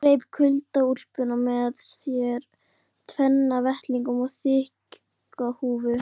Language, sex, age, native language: Icelandic, female, 12, Icelandic